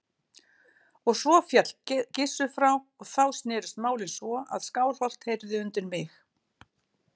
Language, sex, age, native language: Icelandic, female, 60-69, Icelandic